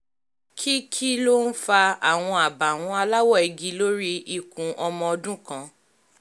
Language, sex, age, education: Yoruba, female, 15-29, tertiary